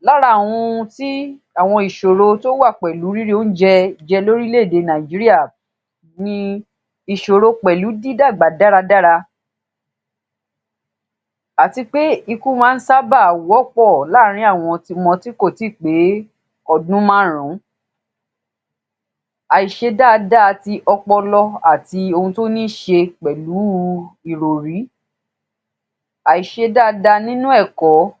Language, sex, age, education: Yoruba, female, 30-45, tertiary